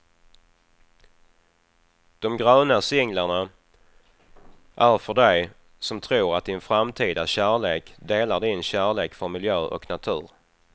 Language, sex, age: Swedish, male, 28